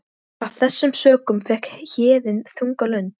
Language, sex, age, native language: Icelandic, female, 13, Icelandic